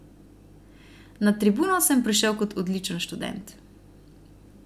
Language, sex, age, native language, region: Slovenian, female, 30-49, Slovenian, Central Slovenia